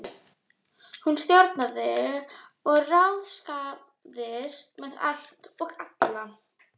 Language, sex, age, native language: Icelandic, female, 12, Icelandic